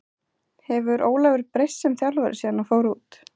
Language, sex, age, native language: Icelandic, female, 20-29, Icelandic